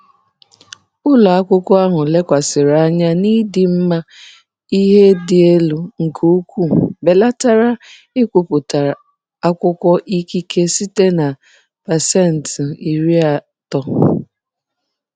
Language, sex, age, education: Igbo, female, 30-45, tertiary